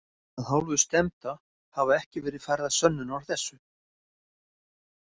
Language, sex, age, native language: Icelandic, male, 50-59, Icelandic